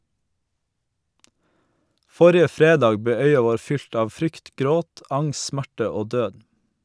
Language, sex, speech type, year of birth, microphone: Norwegian, male, read, 1987, Shure